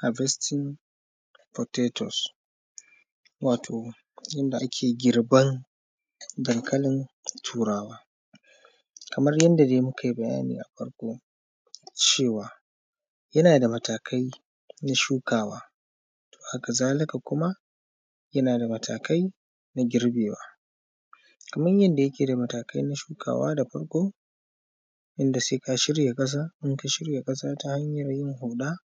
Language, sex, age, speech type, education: Hausa, male, 15-29, spontaneous, primary